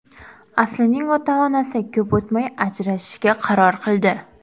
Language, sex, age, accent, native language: Uzbek, female, under 19, Qoraqalpog'iston, Karakalpak